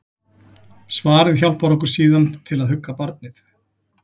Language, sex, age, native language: Icelandic, male, 40-49, Icelandic